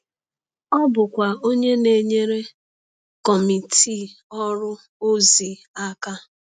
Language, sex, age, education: Igbo, female, 30-45, tertiary